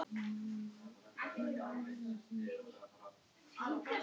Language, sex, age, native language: Icelandic, other, 11, Icelandic